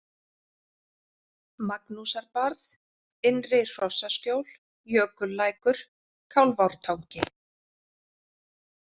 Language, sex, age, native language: Icelandic, female, 40-49, Icelandic